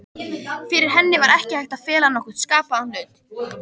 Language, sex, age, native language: Icelandic, female, 13, Icelandic